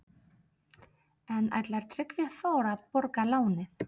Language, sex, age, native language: Icelandic, female, 30-39, Polish